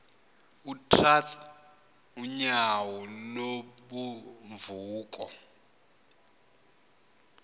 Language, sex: Xhosa, male